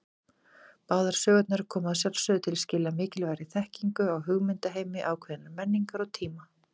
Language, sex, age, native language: Icelandic, female, 40-49, Icelandic